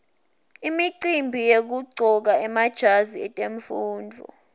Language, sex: Swati, female